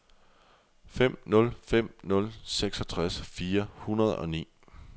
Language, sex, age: Danish, male, 24